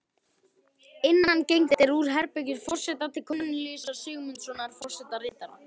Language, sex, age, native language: Icelandic, male, 12, Icelandic